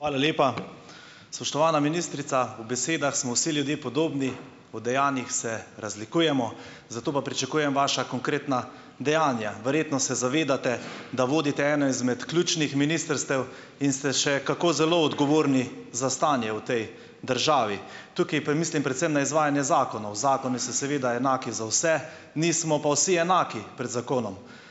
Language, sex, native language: Slovenian, male, Slovenian